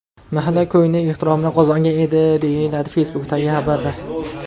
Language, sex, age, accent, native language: Uzbek, male, 19-29, Andijon, Uzbek